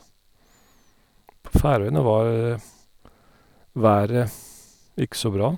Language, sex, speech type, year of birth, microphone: Norwegian, male, spontaneous, 1972, Sennheiser